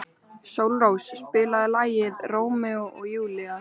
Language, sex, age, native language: Icelandic, female, 13, Icelandic